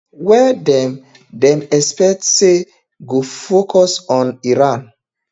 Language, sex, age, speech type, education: Nigerian Pidgin, male, 30-45, spontaneous, tertiary